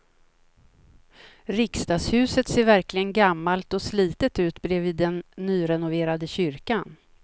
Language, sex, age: Swedish, female, 56